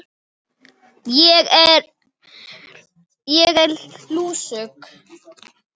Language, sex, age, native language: Icelandic, male, 9, Icelandic